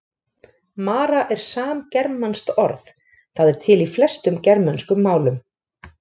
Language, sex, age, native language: Icelandic, female, 30-39, Icelandic